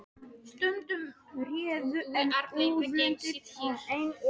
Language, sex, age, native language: Icelandic, male, 18-19, Polish